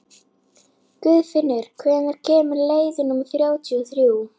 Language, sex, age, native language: Icelandic, female, 11, Icelandic